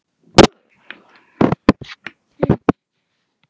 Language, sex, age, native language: Icelandic, female, 18-19, Icelandic